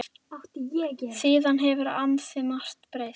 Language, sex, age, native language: Icelandic, female, 10, Icelandic